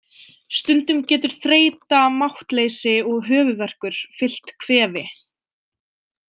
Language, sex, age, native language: Icelandic, female, 20-29, Icelandic